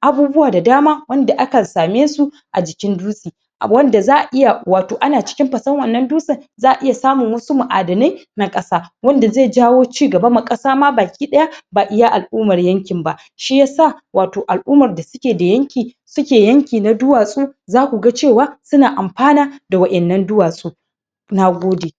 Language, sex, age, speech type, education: Hausa, female, 46-60, spontaneous, tertiary